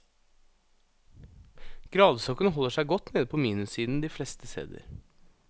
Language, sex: Norwegian, male